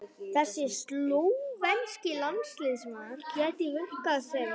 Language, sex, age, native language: Icelandic, male, 18-19, Icelandic